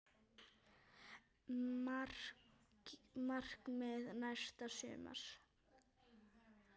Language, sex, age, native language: Icelandic, female, 9, Icelandic